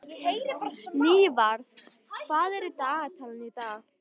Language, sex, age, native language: Icelandic, female, 13, Icelandic